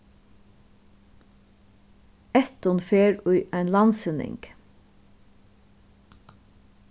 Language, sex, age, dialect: Faroese, female, 36-60, Suðuroy